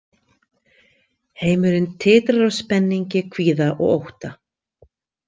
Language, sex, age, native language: Icelandic, female, 50-59, Icelandic